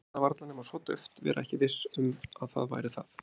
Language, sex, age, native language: Icelandic, male, 30-39, Icelandic